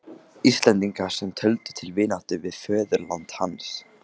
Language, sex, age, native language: Icelandic, male, 15, Icelandic